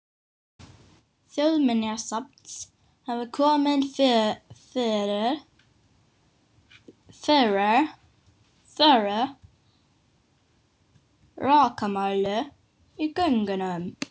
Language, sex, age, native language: Icelandic, female, 18-19, English